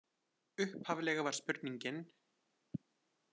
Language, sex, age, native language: Icelandic, male, 20-29, Icelandic